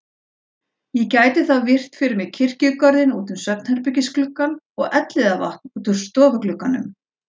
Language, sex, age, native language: Icelandic, female, 40-49, Icelandic